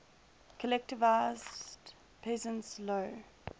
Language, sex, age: English, female, 22